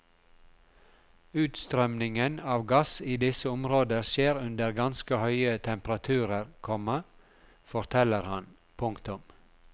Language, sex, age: Norwegian, male, 42